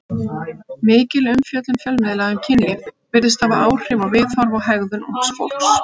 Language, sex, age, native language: Icelandic, female, 50-59, Icelandic